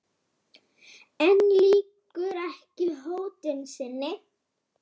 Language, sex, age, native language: Icelandic, female, 9, Icelandic